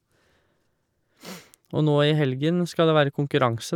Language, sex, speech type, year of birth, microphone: Norwegian, male, spontaneous, 1986, Shure